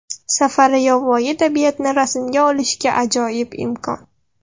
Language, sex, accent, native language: Uzbek, female, Surxondaryo, Russian